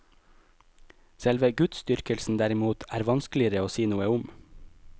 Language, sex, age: Norwegian, male, 25